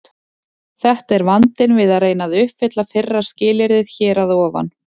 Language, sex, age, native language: Icelandic, female, 40-49, Icelandic